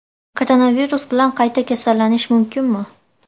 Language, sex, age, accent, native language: Uzbek, female, 18-24, Andijon, Uzbek